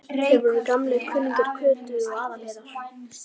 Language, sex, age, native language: Icelandic, female, 11, Icelandic